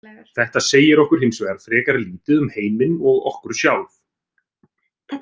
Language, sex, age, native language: Icelandic, male, 30-39, Icelandic